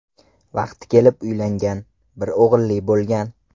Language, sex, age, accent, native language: Uzbek, male, 18-24, Farg'ona, Uzbek